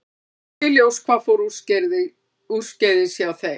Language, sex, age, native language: Icelandic, female, 60-69, Icelandic